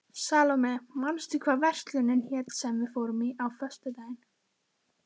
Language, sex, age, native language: Icelandic, female, 12, Icelandic